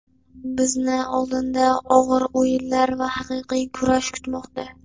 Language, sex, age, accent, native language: Uzbek, male, under 19, Farg'ona, Uzbek